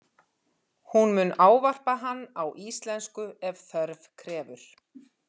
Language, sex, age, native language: Icelandic, female, 50-59, Icelandic